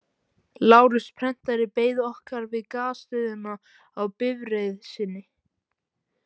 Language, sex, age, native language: Icelandic, male, 18-19, Icelandic